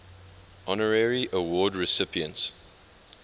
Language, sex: English, male